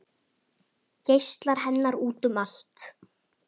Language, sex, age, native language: Icelandic, male, 10, Icelandic